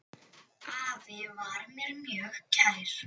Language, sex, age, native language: Icelandic, female, 10, Icelandic